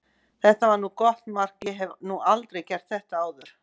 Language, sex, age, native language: Icelandic, female, 50-59, Icelandic